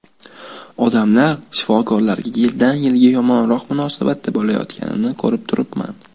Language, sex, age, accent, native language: Uzbek, male, under 19, Toshkent shahri, Uzbek